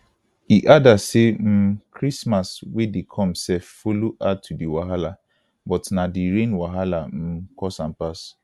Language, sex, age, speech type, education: Nigerian Pidgin, male, 15-29, spontaneous, tertiary